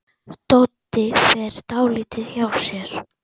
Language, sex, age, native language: Icelandic, female, 10, Icelandic